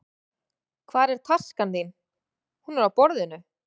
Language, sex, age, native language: Icelandic, female, 30-39, Icelandic